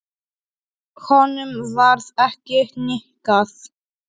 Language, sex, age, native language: Icelandic, male, 8, Polish